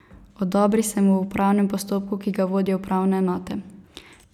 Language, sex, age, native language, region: Slovenian, female, 18-29, Slovenian, Savinja region